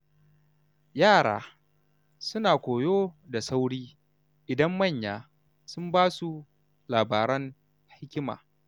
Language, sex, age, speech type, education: Hausa, male, 30-45, read, tertiary